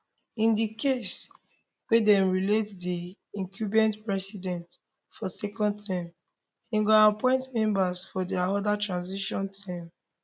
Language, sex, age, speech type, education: Nigerian Pidgin, female, 15-29, spontaneous, tertiary